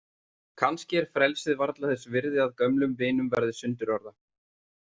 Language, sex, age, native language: Icelandic, male, 30-39, Icelandic